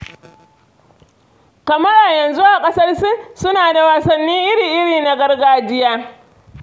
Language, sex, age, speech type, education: Hausa, female, 46-60, read, secondary